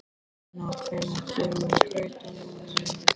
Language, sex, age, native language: Icelandic, male, 13, Icelandic